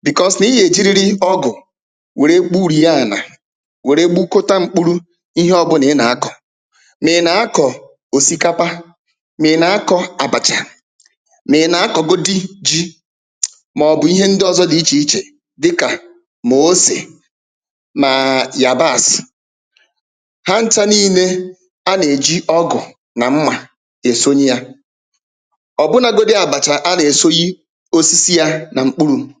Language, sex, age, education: Igbo, male, 30-45, tertiary